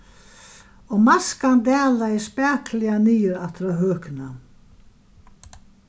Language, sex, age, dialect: Faroese, female, 61+, Vágar